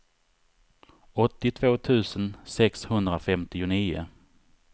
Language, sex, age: Swedish, male, 39